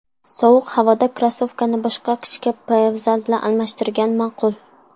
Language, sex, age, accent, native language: Uzbek, female, under 19, Sirdaryo, Uzbek